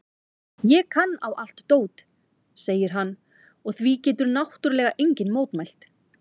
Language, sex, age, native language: Icelandic, female, 40-49, Icelandic